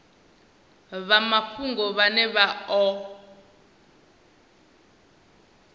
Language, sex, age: Venda, female, 19